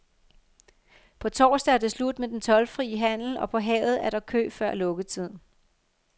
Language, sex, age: Danish, female, 50